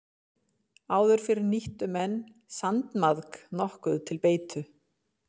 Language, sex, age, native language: Icelandic, female, 50-59, Icelandic